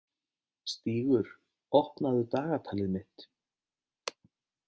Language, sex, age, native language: Icelandic, male, 30-39, Icelandic